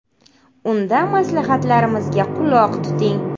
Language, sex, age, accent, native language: Uzbek, female, 30-39, Navoiy, Uzbek